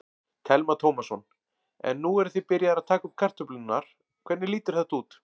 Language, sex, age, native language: Icelandic, male, 40-49, Icelandic